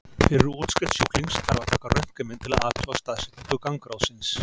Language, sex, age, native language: Icelandic, male, 40-49, Icelandic